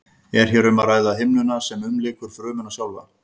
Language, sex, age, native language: Icelandic, male, 50-59, Icelandic